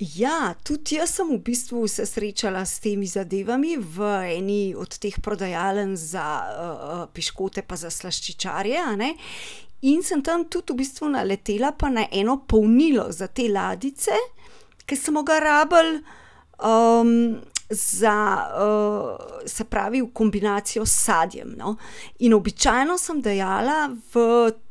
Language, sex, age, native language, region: Slovenian, female, 30-49, Slovenian, Central Slovenia